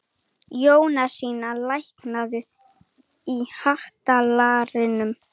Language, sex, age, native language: Icelandic, female, 18-19, Icelandic